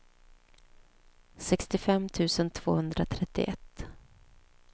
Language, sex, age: Swedish, female, 29